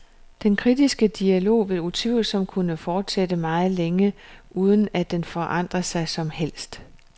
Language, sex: Danish, female